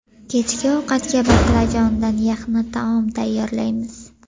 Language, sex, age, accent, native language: Uzbek, female, 18-24, Farg'ona, Uzbek